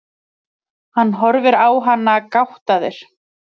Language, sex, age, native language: Icelandic, female, 30-39, Icelandic